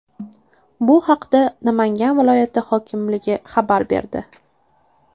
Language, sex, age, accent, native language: Uzbek, female, 18-24, Toshkent shahri, Uzbek